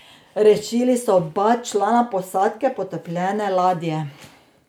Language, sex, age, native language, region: Slovenian, female, 30-49, Slovenian, Drava region